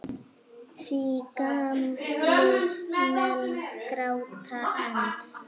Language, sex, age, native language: Icelandic, female, 8, Icelandic